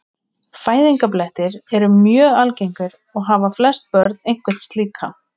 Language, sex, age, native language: Icelandic, female, 20-29, Icelandic